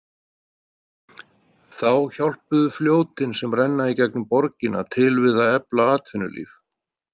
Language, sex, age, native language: Icelandic, male, 30-39, Icelandic